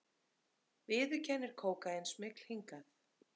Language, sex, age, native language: Icelandic, female, 30-39, Icelandic